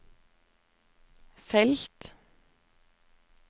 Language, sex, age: Norwegian, female, 24